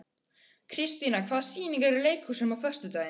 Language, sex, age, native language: Icelandic, male, 12, Icelandic